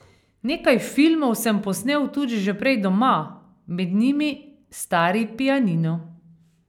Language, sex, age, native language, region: Slovenian, female, 50-59, Slovenian, Carinthia region